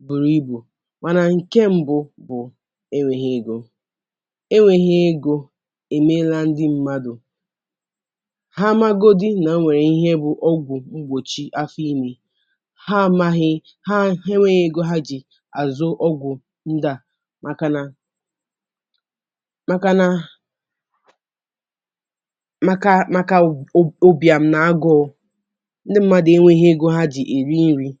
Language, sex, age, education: Igbo, female, 15-29, tertiary